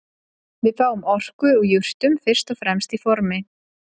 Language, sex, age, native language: Icelandic, female, 30-39, Icelandic